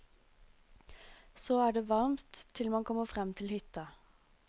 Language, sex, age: Norwegian, female, 26